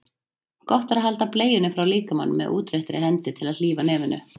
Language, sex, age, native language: Icelandic, female, 30-39, Icelandic